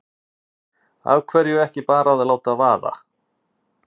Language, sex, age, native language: Icelandic, male, 50-59, Icelandic